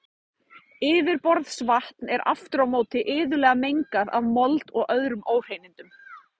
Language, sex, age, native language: Icelandic, female, 30-39, Icelandic